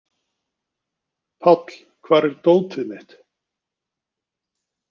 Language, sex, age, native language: Icelandic, male, 50-59, Icelandic